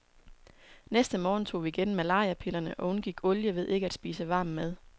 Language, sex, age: Danish, female, 27